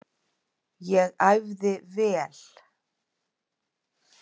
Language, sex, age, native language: Icelandic, female, 50-59, Icelandic